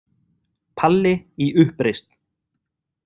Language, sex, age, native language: Icelandic, male, 30-39, Icelandic